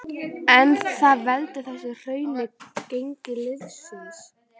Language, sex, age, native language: Icelandic, female, 12, Icelandic